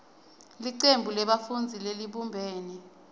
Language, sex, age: Swati, female, 20